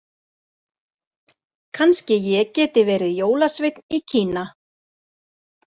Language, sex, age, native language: Icelandic, female, 40-49, Icelandic